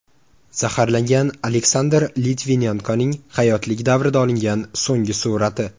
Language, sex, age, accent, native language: Uzbek, male, 18-24, Toshkent shahri, Uzbek